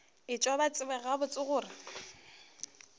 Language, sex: Northern Sotho, female